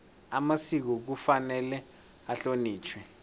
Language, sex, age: South Ndebele, male, 21